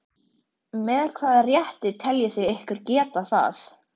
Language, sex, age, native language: Icelandic, female, 13, Icelandic